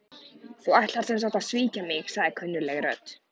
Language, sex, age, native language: Icelandic, male, 14, Icelandic